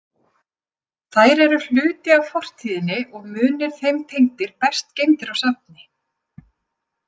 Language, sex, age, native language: Icelandic, female, 50-59, Icelandic